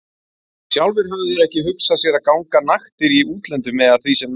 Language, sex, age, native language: Icelandic, male, 40-49, Icelandic